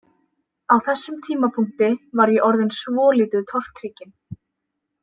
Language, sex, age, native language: Icelandic, female, 18-19, Icelandic